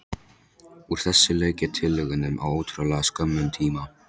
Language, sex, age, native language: Icelandic, male, 13, Polish